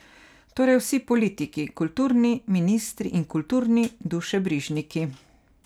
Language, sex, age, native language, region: Slovenian, female, 50-59, Slovenian, Carinthia region